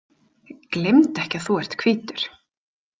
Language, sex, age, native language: Icelandic, female, 40-49, Icelandic